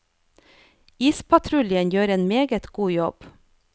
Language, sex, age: Norwegian, female, 30